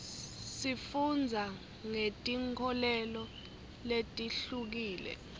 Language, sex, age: Swati, female, 21